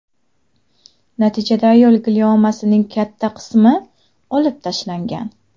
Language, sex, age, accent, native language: Uzbek, female, 19-29, Jizzax, Uzbek